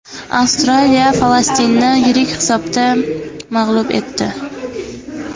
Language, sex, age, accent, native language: Uzbek, female, 12-17, Andijon, Uzbek